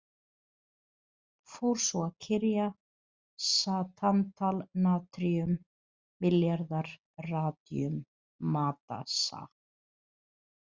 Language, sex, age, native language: Icelandic, female, 30-39, Portuguese